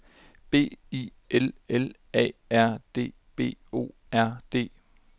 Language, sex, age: Danish, male, 30